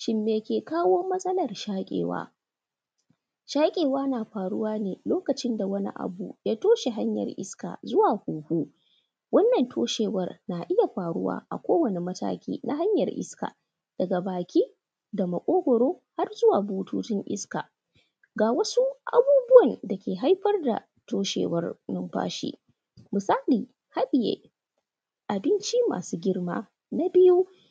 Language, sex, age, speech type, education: Hausa, female, 15-29, spontaneous, tertiary